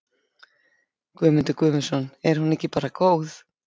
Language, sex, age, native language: Icelandic, female, 50-59, Icelandic